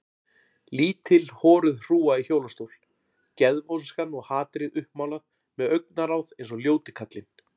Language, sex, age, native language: Icelandic, male, 40-49, Icelandic